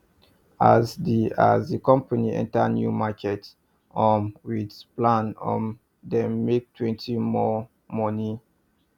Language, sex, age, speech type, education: Nigerian Pidgin, male, 30-45, spontaneous, tertiary